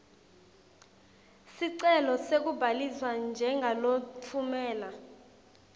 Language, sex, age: Swati, female, 20